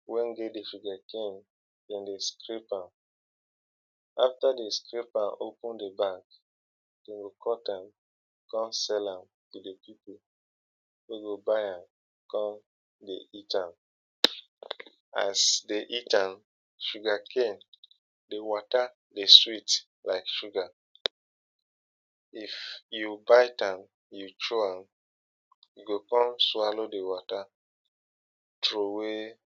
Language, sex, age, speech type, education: Nigerian Pidgin, male, 15-29, spontaneous, tertiary